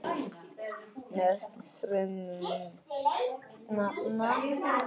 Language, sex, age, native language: Icelandic, female, 40-49, Icelandic